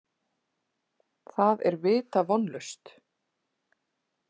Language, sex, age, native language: Icelandic, female, 30-39, Icelandic